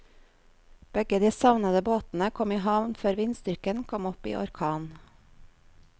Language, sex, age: Norwegian, female, 39